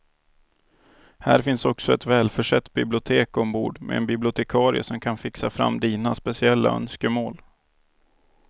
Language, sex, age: Swedish, male, 28